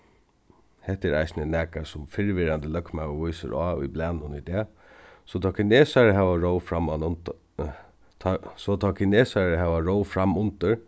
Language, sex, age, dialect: Faroese, male, 36-60, Suðuroy